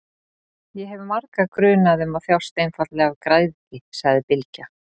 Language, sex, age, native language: Icelandic, female, 40-49, Icelandic